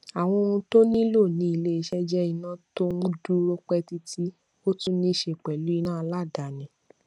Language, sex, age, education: Yoruba, female, 15-29, tertiary